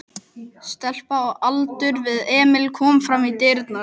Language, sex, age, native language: Icelandic, male, 11, Icelandic